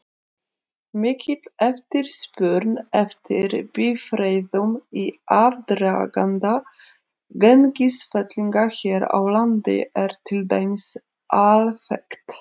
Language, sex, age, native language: Icelandic, female, 30-39, Icelandic